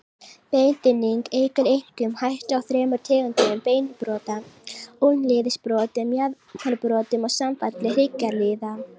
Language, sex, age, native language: Icelandic, female, 18-19, Icelandic